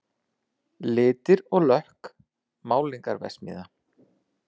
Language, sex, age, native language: Icelandic, male, 40-49, Icelandic